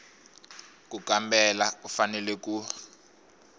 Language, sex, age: Tsonga, male, 21